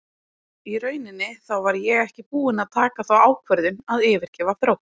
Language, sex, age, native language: Icelandic, female, 20-29, Icelandic